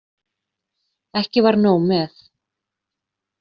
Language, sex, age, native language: Icelandic, female, 30-39, Icelandic